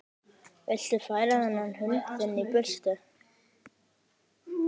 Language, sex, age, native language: Icelandic, male, 11, Icelandic